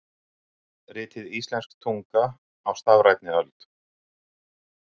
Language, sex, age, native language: Icelandic, male, 60-69, Icelandic